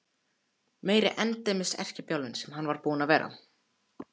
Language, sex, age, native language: Icelandic, male, 14, Icelandic